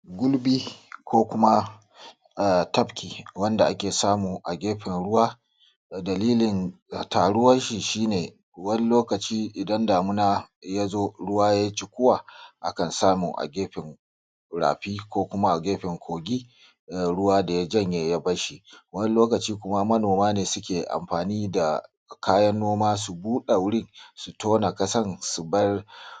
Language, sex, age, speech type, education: Hausa, male, 30-45, spontaneous, tertiary